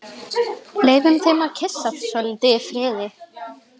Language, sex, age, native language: Icelandic, female, 11, Icelandic